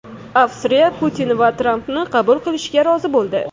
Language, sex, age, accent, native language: Uzbek, female, 18-24, Toshkent shahri, Uzbek